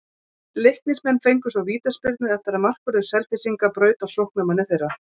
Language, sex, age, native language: Icelandic, female, 40-49, Icelandic